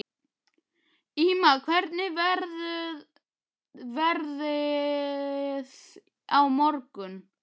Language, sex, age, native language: Icelandic, male, 12, Icelandic